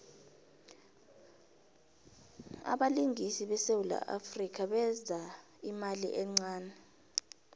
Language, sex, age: South Ndebele, female, 26